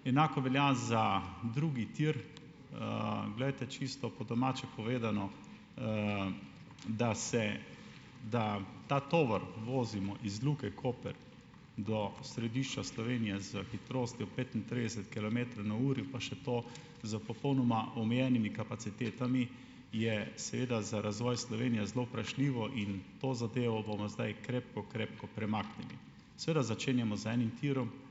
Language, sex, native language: Slovenian, male, Slovenian